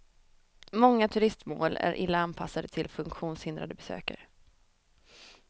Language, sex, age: Swedish, female, 23